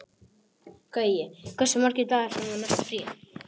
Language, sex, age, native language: Icelandic, male, 18-19, Polish